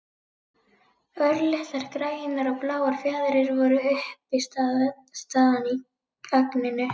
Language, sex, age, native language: Icelandic, female, 11, Icelandic